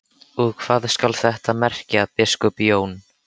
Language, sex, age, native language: Icelandic, male, 13, Icelandic